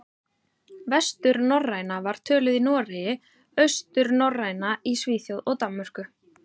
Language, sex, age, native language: Icelandic, female, 30-39, Icelandic